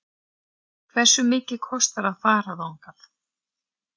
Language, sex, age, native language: Icelandic, female, 40-49, Icelandic